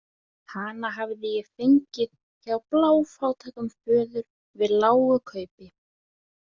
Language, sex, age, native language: Icelandic, female, 20-29, Icelandic